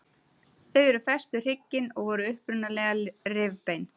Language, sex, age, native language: Icelandic, female, 30-39, Icelandic